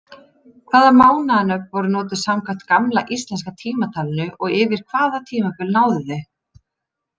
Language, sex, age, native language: Icelandic, female, 30-39, Icelandic